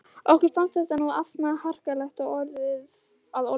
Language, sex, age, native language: Icelandic, female, 11, Icelandic